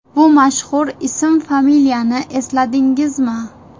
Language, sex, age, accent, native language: Uzbek, female, 19-29, Surxondaryo, Uzbek